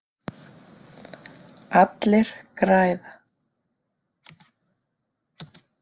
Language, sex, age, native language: Icelandic, female, 30-39, Icelandic